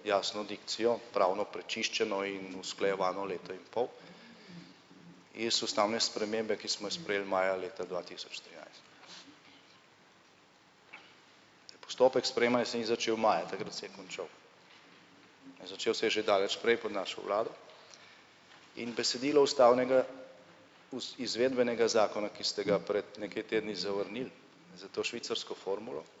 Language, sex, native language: Slovenian, male, Slovenian